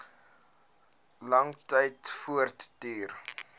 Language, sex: Afrikaans, male